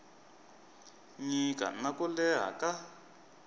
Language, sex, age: Tsonga, male, 23